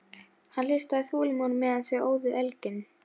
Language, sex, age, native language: Icelandic, female, 11, Icelandic